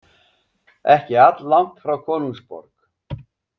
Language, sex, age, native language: Icelandic, male, 70-79, Icelandic